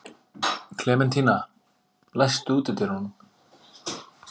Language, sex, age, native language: Icelandic, male, 30-39, Icelandic